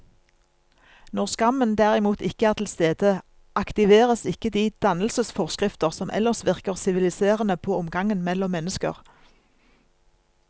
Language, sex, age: Norwegian, female, 47